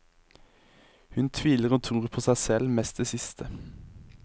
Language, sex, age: Norwegian, male, 23